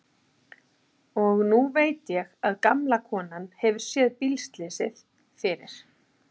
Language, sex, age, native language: Icelandic, female, 40-49, Icelandic